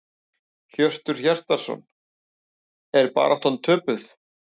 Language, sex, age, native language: Icelandic, male, 40-49, Icelandic